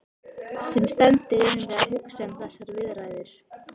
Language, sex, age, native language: Icelandic, female, 18-19, Icelandic